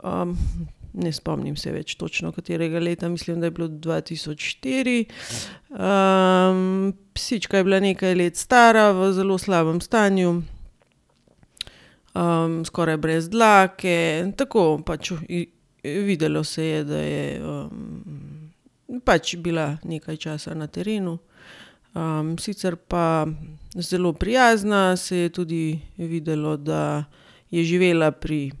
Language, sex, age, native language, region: Slovenian, female, 30-49, Slovenian, Gorenjska region